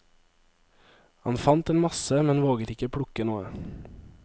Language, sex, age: Norwegian, male, 23